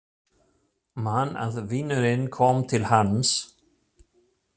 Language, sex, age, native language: Icelandic, male, 60-69, German